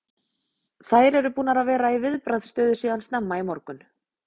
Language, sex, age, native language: Icelandic, female, 20-29, Icelandic